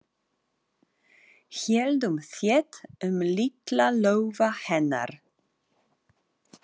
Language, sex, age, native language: Icelandic, female, 40-49, Polish